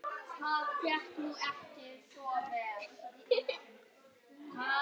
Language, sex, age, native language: Icelandic, female, 10, Icelandic